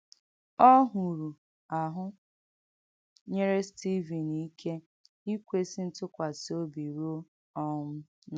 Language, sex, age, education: Igbo, female, 15-29, tertiary